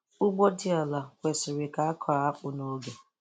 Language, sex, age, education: Igbo, female, 15-29, tertiary